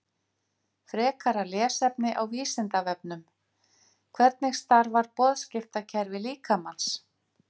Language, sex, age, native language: Icelandic, female, 50-59, Icelandic